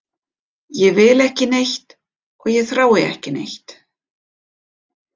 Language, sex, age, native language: Icelandic, female, 50-59, German